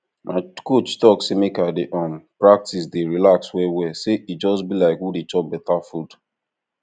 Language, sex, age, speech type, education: Nigerian Pidgin, male, 15-29, spontaneous, tertiary